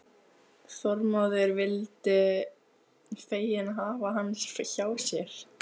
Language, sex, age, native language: Icelandic, female, 15, Icelandic